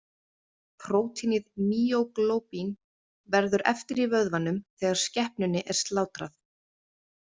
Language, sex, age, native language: Icelandic, female, 30-39, Icelandic